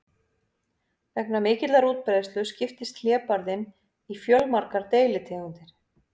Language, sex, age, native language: Icelandic, female, 50-59, Icelandic